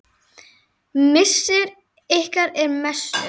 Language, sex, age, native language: Icelandic, female, 10, Icelandic